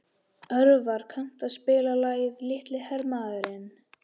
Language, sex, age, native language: Icelandic, male, 13, Icelandic